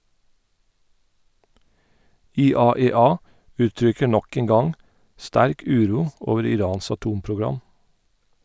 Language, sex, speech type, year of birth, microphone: Norwegian, male, read, 1972, Sennheiser